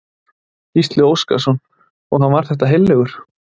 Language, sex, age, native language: Icelandic, male, 30-39, Icelandic